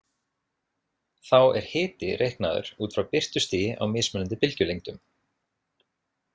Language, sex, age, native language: Icelandic, male, 30-39, Icelandic